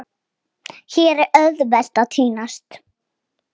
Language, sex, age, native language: Icelandic, female, 8, Icelandic